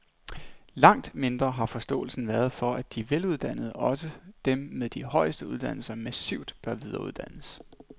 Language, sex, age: Danish, male, 29